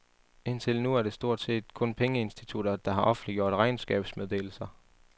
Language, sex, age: Danish, male, 18